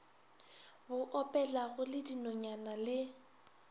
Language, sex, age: Northern Sotho, female, 21